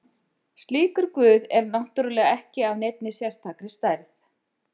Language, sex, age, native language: Icelandic, female, 50-59, Icelandic